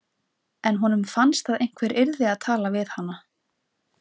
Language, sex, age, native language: Icelandic, female, 20-29, Icelandic